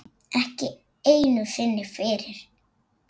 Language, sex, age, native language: Icelandic, female, 8, Icelandic